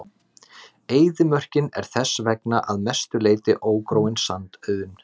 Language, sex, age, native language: Icelandic, male, 30-39, Icelandic